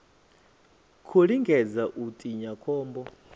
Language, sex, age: Venda, male, 24